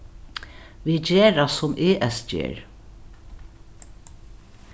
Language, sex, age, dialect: Faroese, female, 61+, Norðuroyggjar